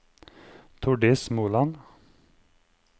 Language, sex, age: Norwegian, male, 23